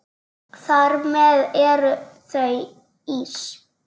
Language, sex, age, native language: Icelandic, female, 9, Icelandic